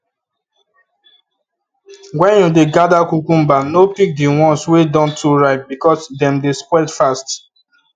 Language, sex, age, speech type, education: Nigerian Pidgin, male, 15-29, spontaneous, tertiary